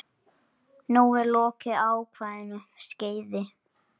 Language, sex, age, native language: Icelandic, male, 10, Icelandic